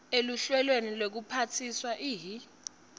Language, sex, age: Swati, female, 19